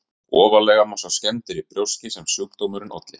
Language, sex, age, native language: Icelandic, male, 30-39, Icelandic